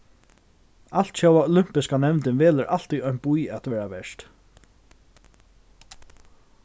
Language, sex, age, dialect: Faroese, male, 15-35, Norðurstreymoy/Eysturoy